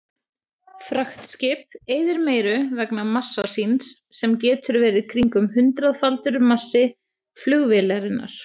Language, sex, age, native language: Icelandic, female, 30-39, Icelandic